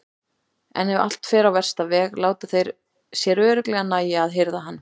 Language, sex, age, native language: Icelandic, female, 40-49, Icelandic